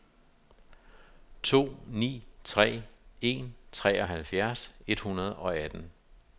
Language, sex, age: Danish, male, 52